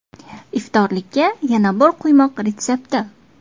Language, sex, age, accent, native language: Uzbek, female, 19-29, Farg'ona, Uzbek